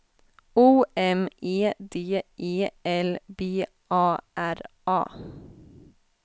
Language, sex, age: Swedish, female, 20